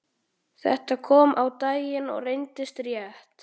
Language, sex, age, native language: Icelandic, male, 13, Icelandic